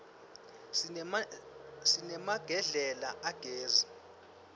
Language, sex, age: Swati, male, 23